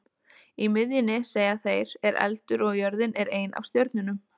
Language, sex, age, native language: Icelandic, female, 20-29, Icelandic